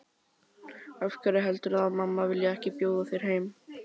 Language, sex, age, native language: Icelandic, male, 12, Icelandic